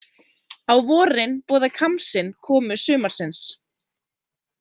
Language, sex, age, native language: Icelandic, female, 20-29, Icelandic